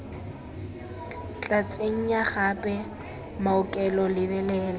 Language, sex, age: Tswana, female, 19